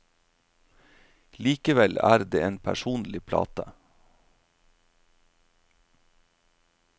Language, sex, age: Norwegian, male, 47